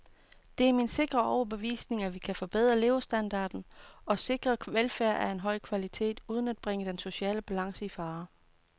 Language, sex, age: Danish, female, 29